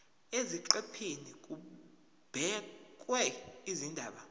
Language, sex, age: Zulu, male, 23